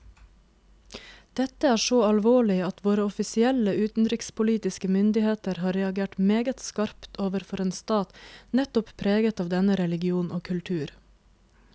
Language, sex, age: Norwegian, female, 26